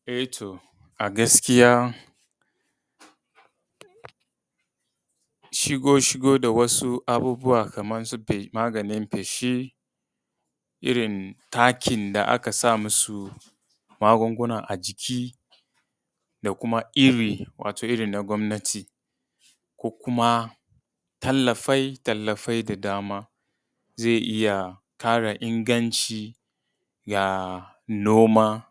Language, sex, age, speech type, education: Hausa, male, 30-45, spontaneous, tertiary